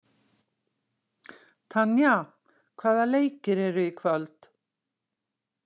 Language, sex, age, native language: Icelandic, female, 60-69, Icelandic